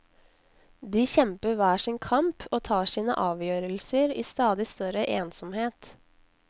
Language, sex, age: Norwegian, female, 19